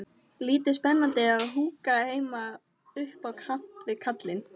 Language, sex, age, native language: Icelandic, female, 13, Icelandic